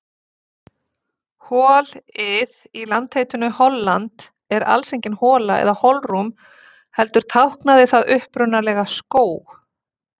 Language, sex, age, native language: Icelandic, female, 40-49, Icelandic